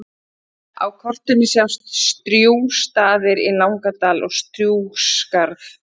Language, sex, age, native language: Icelandic, female, 30-39, Icelandic